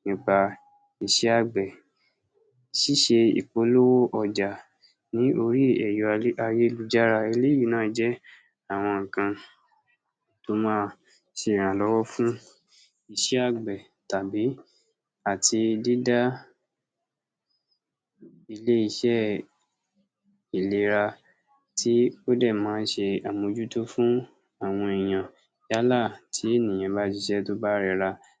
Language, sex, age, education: Yoruba, male, 46-60, tertiary